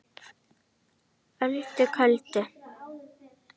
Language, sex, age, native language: Icelandic, female, 10, Icelandic